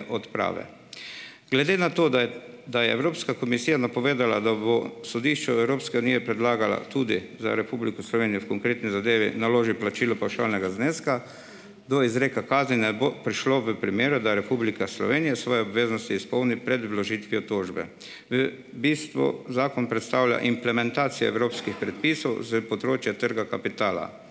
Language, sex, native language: Slovenian, male, Slovenian